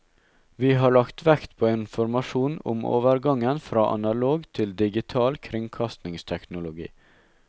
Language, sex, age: Norwegian, male, 19